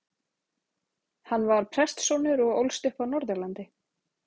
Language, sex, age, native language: Icelandic, female, 30-39, Icelandic